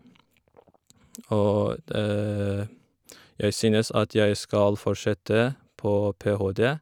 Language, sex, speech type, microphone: Norwegian, female, spontaneous, Shure